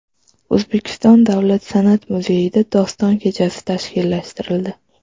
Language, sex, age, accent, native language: Uzbek, female, 12-17, Toshkent viloyati, Uzbek